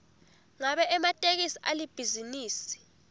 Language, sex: Swati, female